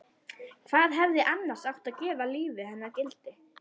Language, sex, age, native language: Icelandic, female, 11, Icelandic